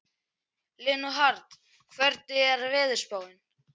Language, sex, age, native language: Icelandic, male, 11, Icelandic